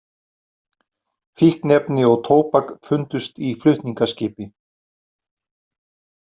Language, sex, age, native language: Icelandic, male, 40-49, Icelandic